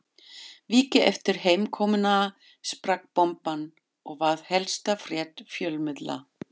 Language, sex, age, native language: Icelandic, female, 50-59, German